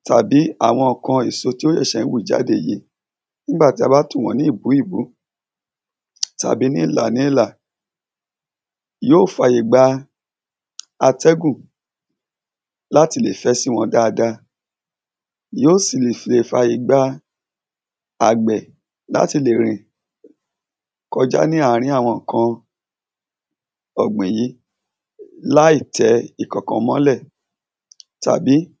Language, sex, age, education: Yoruba, male, 30-45, secondary